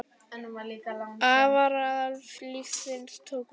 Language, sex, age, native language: Icelandic, female, 10, Icelandic